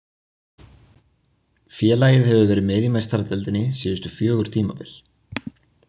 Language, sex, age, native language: Icelandic, male, 20-29, Icelandic